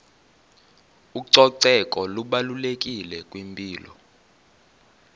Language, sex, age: Xhosa, male, 24